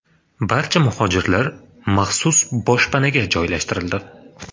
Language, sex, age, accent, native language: Uzbek, male, 25-34, Farg'ona, Uzbek